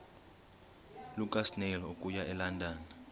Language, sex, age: Xhosa, male, 19